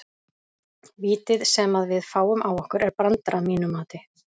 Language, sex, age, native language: Icelandic, female, 30-39, Icelandic